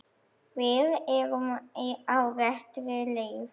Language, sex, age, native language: Icelandic, female, 10, German